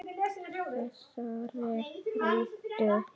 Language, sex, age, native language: Icelandic, female, 8, Icelandic